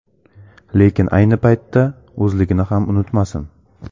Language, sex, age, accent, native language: Uzbek, male, 18-24, Samarqand, Uzbek